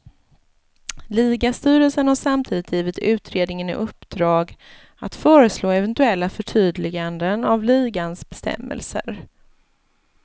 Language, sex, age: Swedish, female, 36